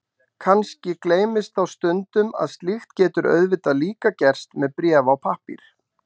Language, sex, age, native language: Icelandic, male, 40-49, Icelandic